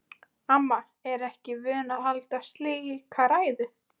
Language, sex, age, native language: Icelandic, female, 14, Icelandic